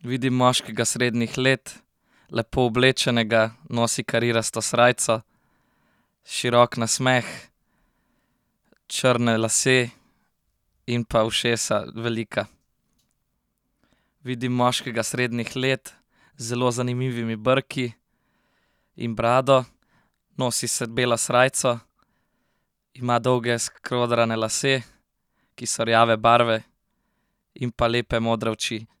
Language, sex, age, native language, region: Slovenian, male, 18-29, Slovenian, Central Slovenia